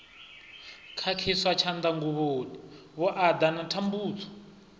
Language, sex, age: Venda, male, 25